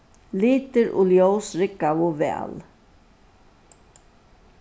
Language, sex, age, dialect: Faroese, female, 61+, Suðurstreymoy